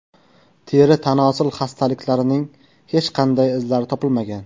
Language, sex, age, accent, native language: Uzbek, male, 19-29, Qashqadaryo, Uzbek